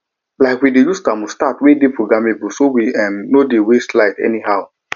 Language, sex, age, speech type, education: Nigerian Pidgin, male, 15-29, spontaneous, tertiary